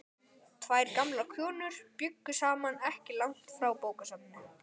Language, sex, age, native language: Icelandic, male, 12, Icelandic